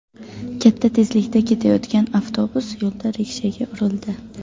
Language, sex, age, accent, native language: Uzbek, female, under 19, Qoraqalpog'iston, Uzbek